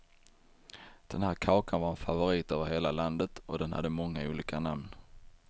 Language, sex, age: Swedish, male, 23